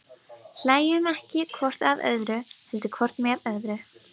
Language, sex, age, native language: Icelandic, female, 12, Icelandic